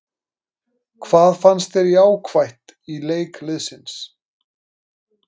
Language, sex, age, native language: Icelandic, male, 30-39, Icelandic